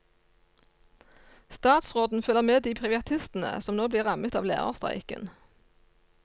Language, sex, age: Norwegian, female, 54